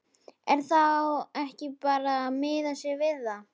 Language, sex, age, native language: Icelandic, female, 11, Icelandic